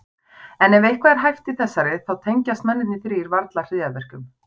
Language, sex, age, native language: Icelandic, female, 40-49, Icelandic